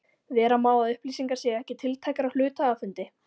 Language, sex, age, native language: Icelandic, female, 14, Icelandic